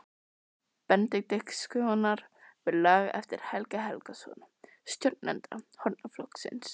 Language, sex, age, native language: Icelandic, other, 12, Icelandic